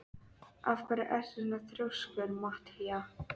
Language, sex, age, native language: Icelandic, female, 13, Icelandic